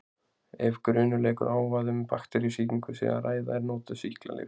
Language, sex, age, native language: Icelandic, male, 20-29, Icelandic